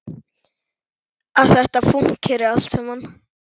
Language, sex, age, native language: Icelandic, female, 10, Icelandic